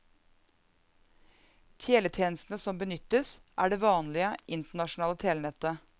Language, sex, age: Norwegian, female, 34